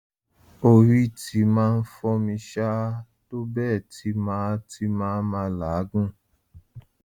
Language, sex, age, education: Yoruba, male, 15-29, tertiary